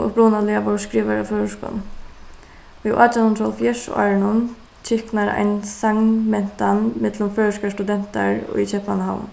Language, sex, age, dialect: Faroese, female, 15-35, Suðuroy